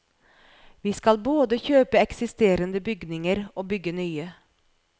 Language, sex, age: Norwegian, female, 41